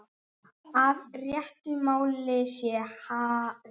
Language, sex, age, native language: Icelandic, male, 9, Icelandic